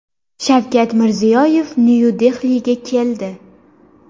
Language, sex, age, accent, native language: Uzbek, female, 18-24, Farg'ona, Uzbek